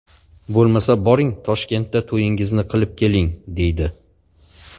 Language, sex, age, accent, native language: Uzbek, male, 35+, Farg'ona, Uzbek